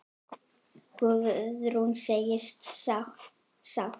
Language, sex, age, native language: Icelandic, female, 8, Icelandic